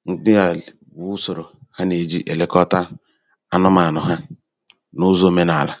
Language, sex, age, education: Igbo, male, 30-45, tertiary